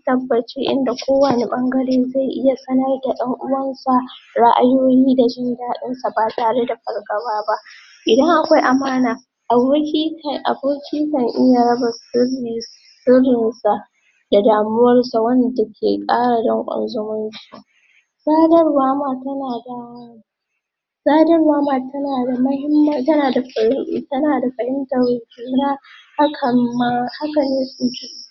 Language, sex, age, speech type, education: Hausa, female, 15-29, spontaneous, tertiary